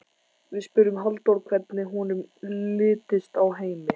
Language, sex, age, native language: Icelandic, male, 14, Icelandic